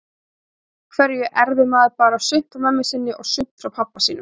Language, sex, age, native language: Icelandic, female, 20-29, Icelandic